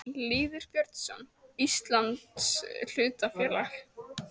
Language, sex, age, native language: Icelandic, female, 18-19, Icelandic